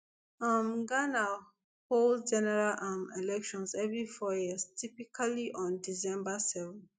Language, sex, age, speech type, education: Nigerian Pidgin, female, 15-29, spontaneous, tertiary